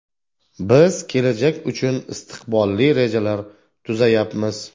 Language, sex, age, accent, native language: Uzbek, male, 40-49, Toshkent viloyati, Uzbek